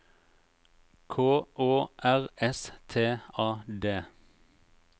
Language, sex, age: Norwegian, male, 36